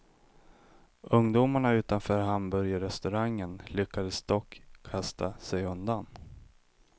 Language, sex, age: Swedish, male, 25